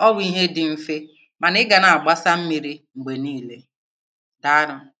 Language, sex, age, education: Igbo, female, 30-45, tertiary